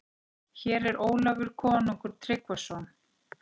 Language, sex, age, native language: Icelandic, female, 40-49, Icelandic